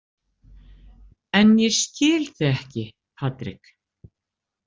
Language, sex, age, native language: Icelandic, female, 60-69, Icelandic